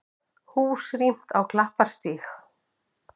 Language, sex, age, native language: Icelandic, female, 50-59, Icelandic